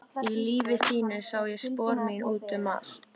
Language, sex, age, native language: Icelandic, female, 13, Icelandic